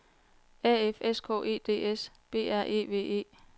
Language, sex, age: Danish, female, 40